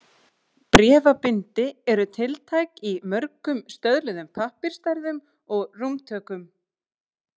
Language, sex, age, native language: Icelandic, female, 30-39, Icelandic